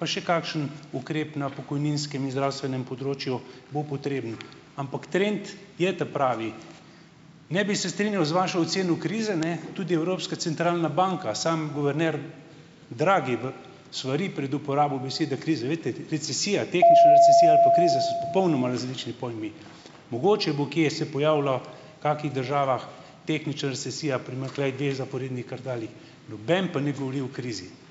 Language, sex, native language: Slovenian, male, Slovenian